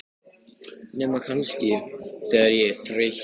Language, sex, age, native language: Icelandic, male, 14, Icelandic